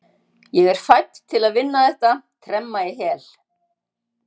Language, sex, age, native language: Icelandic, female, 60-69, Icelandic